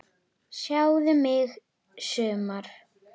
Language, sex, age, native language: Icelandic, female, 10, Icelandic